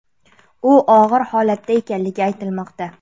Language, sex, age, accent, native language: Uzbek, female, 19-29, Surxondaryo, Uzbek